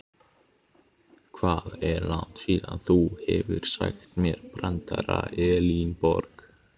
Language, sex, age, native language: Icelandic, male, 15, Icelandic